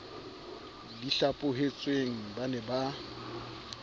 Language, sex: Southern Sotho, male